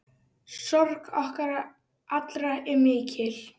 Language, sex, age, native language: Icelandic, female, 10, Icelandic